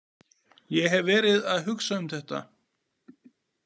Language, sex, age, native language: Icelandic, male, 40-49, Icelandic